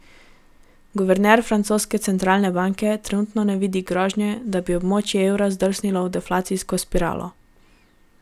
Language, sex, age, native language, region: Slovenian, female, 18-29, Slovenian, Gorenjska region